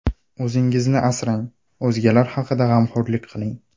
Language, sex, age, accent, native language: Uzbek, male, 18-24, Namangan, Uzbek